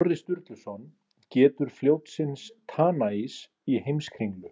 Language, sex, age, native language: Icelandic, male, 30-39, Icelandic